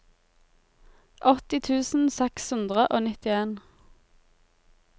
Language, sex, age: Norwegian, female, 23